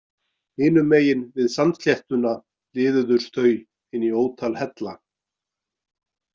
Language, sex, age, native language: Icelandic, male, 40-49, Icelandic